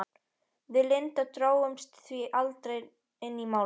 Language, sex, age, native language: Icelandic, female, 13, Icelandic